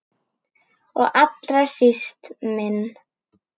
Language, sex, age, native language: Icelandic, female, 9, Icelandic